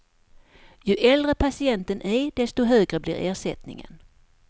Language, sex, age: Swedish, female, 54